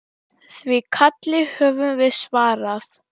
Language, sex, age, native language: Icelandic, female, 10, Icelandic